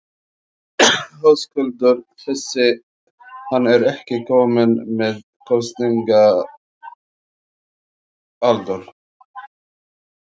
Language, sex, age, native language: Icelandic, male, 40-49, Arabic